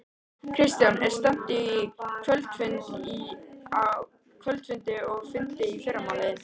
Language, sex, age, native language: Icelandic, female, 13, Icelandic